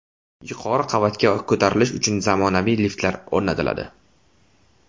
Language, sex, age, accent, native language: Uzbek, male, 18-24, Toshkent viloyati, Uzbek